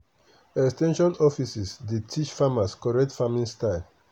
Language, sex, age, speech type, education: Nigerian Pidgin, male, 30-45, spontaneous, tertiary